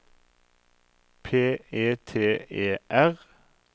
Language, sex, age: Norwegian, male, 43